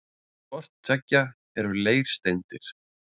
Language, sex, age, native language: Icelandic, male, 30-39, Icelandic